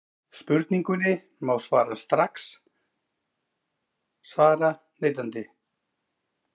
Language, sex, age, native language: Icelandic, male, 40-49, Icelandic